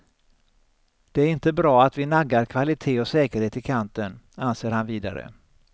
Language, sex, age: Swedish, male, 63